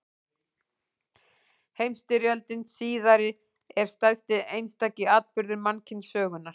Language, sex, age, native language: Icelandic, female, 18-19, Icelandic